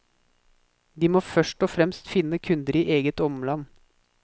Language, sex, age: Norwegian, male, 24